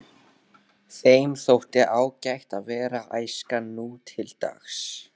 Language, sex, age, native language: Icelandic, male, 12, Icelandic